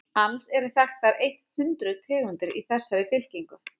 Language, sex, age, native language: Icelandic, female, 30-39, Icelandic